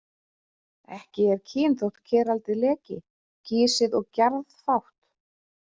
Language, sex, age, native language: Icelandic, female, 30-39, Icelandic